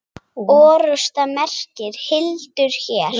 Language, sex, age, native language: Icelandic, female, 8, Icelandic